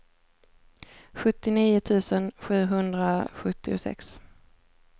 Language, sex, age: Swedish, female, 17